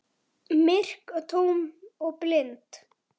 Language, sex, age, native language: Icelandic, female, 9, Icelandic